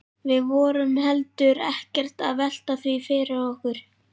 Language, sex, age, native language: Icelandic, male, 11, Icelandic